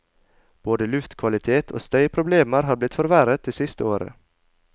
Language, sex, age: Norwegian, male, 22